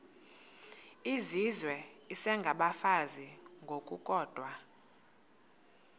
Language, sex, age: Xhosa, female, 22